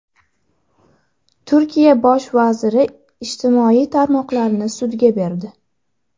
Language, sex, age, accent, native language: Uzbek, female, under 19, Andijon, Uzbek